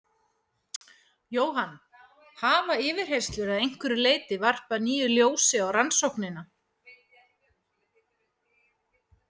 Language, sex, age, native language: Icelandic, female, 40-49, Icelandic